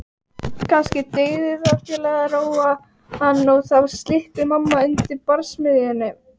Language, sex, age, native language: Icelandic, female, 18-19, Icelandic